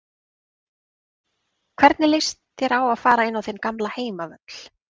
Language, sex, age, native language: Icelandic, female, 30-39, Icelandic